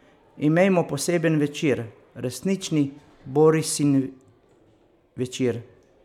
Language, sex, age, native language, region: Slovenian, male, 50-59, Slovenian, Savinja region